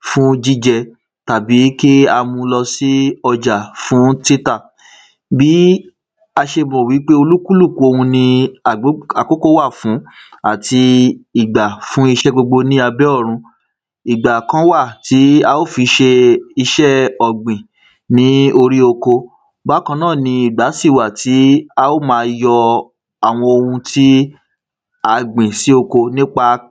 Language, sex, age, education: Yoruba, male, 15-29, tertiary